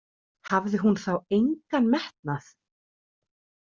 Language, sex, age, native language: Icelandic, female, 30-39, Icelandic